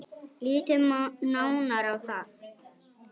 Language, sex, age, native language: Icelandic, female, 10, Icelandic